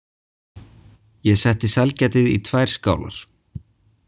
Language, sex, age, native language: Icelandic, male, 20-29, Icelandic